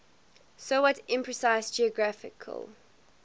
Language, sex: English, female